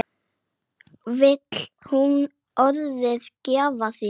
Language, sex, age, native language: Icelandic, male, 8, Icelandic